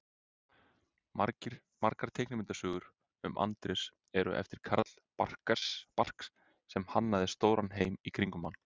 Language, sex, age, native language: Icelandic, male, 30-39, Icelandic